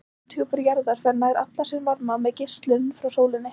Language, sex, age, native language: Icelandic, female, 20-29, Icelandic